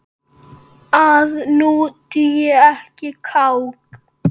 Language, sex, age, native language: Icelandic, male, 8, Icelandic